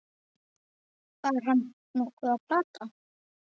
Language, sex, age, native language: Icelandic, female, 8, Icelandic